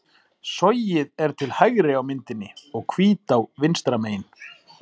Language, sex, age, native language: Icelandic, male, 40-49, Icelandic